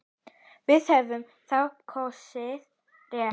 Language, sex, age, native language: Icelandic, female, 10, Icelandic